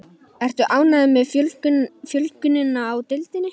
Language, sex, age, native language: Icelandic, male, 12, Icelandic